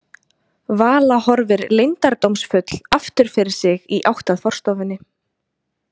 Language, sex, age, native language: Icelandic, female, 20-29, Icelandic